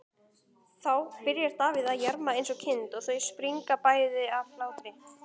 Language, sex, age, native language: Icelandic, female, 18-19, Icelandic